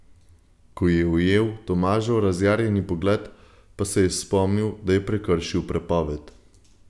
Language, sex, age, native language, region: Slovenian, male, 18-29, Slovenian, Gorenjska region